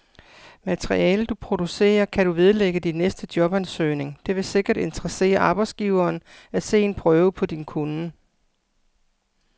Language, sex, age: Danish, female, 55